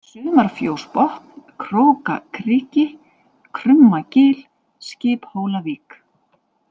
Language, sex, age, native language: Icelandic, female, 40-49, Icelandic